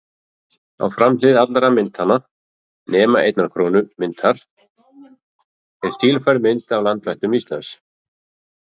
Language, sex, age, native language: Icelandic, male, 40-49, Icelandic